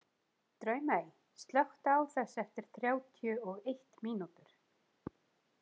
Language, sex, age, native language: Icelandic, female, 40-49, Icelandic